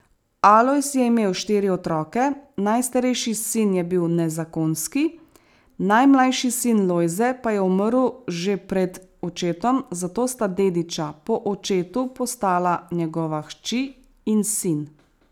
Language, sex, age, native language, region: Slovenian, female, 30-49, Slovenian, Savinja region